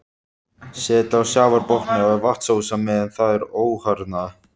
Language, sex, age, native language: Icelandic, male, 13, Icelandic